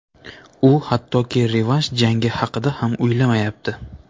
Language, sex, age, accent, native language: Uzbek, male, 25-34, Navoiy, Uzbek